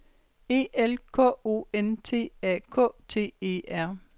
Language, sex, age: Danish, female, 60